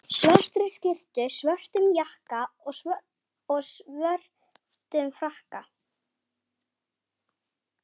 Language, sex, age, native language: Icelandic, male, 12, Icelandic